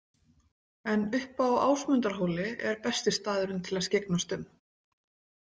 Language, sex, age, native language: Icelandic, female, 40-49, Icelandic